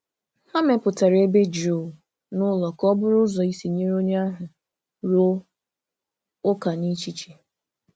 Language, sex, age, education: Igbo, female, 30-45, tertiary